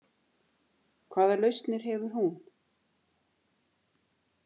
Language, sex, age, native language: Icelandic, female, 60-69, Icelandic